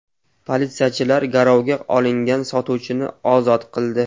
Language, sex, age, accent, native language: Uzbek, male, 25-34, Qashqadaryo, Uzbek